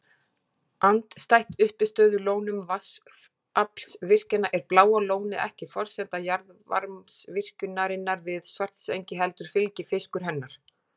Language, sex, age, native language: Icelandic, female, 40-49, Icelandic